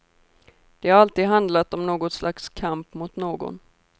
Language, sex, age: Swedish, female, 24